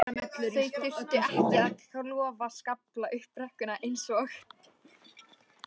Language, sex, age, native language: Icelandic, female, 13, Icelandic